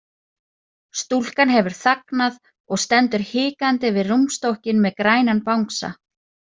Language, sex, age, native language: Icelandic, female, 30-39, Icelandic